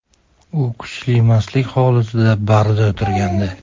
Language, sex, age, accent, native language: Uzbek, male, 25-34, Samarqand, Uzbek